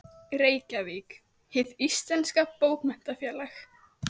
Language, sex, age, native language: Icelandic, female, 18-19, Icelandic